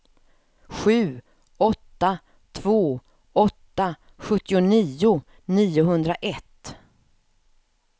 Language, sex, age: Swedish, female, 54